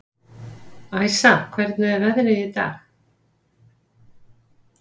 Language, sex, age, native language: Icelandic, female, 50-59, Icelandic